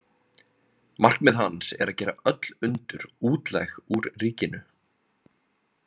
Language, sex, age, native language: Icelandic, male, 30-39, Icelandic